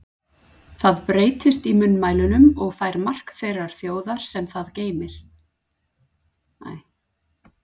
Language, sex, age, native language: Icelandic, female, 40-49, Icelandic